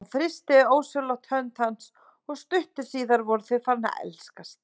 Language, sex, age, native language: Icelandic, female, 30-39, Icelandic